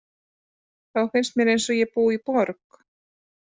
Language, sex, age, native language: Icelandic, female, 30-39, Icelandic